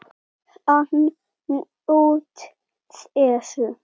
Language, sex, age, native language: Icelandic, male, 7, Icelandic